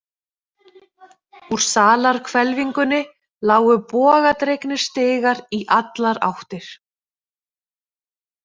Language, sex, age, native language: Icelandic, female, 30-39, Icelandic